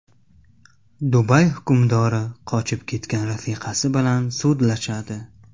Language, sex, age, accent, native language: Uzbek, male, 18-24, Qashqadaryo, Tajik